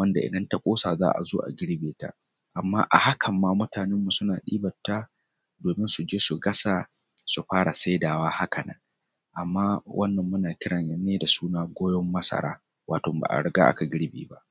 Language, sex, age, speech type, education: Hausa, male, 30-45, spontaneous, tertiary